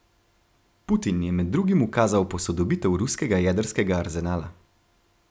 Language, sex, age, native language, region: Slovenian, male, 18-29, Slovenian, Gorenjska region